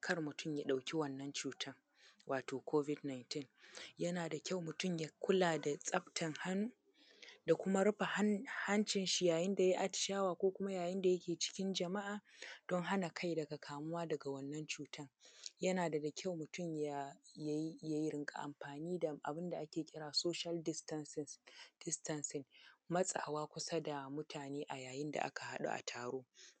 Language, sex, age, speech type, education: Hausa, female, 15-29, spontaneous, secondary